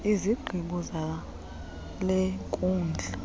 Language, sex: Xhosa, female